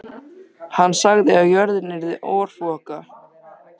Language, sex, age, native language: Icelandic, male, 13, Icelandic